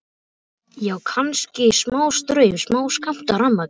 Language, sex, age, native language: Icelandic, male, 12, Icelandic